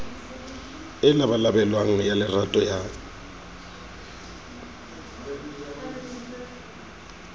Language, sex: Southern Sotho, male